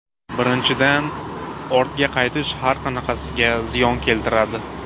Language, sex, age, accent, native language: Uzbek, male, 18-24, Buxoro, Uzbek